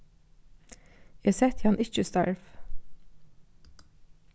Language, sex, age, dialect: Faroese, female, 15-35, Norðurstreymoy/Eysturoy